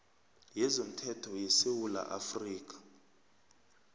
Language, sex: South Ndebele, male